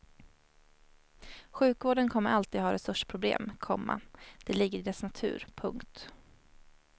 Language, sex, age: Swedish, female, 21